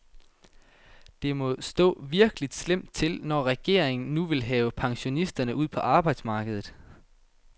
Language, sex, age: Danish, male, 19